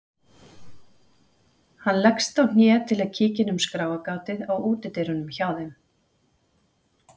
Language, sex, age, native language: Icelandic, female, 40-49, Icelandic